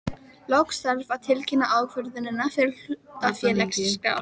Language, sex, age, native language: Icelandic, female, 12, Icelandic